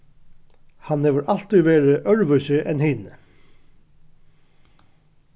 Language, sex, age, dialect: Faroese, male, 36-60, Norðuroyggjar